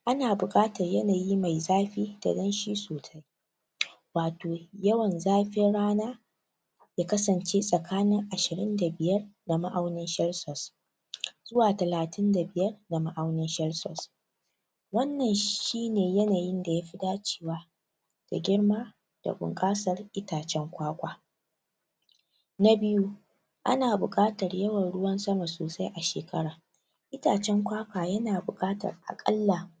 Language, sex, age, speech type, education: Hausa, female, 30-45, spontaneous, tertiary